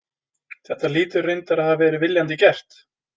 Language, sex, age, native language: Icelandic, male, 20-29, Icelandic